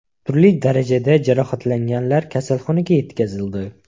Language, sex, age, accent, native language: Uzbek, male, 18-24, Farg'ona, Uzbek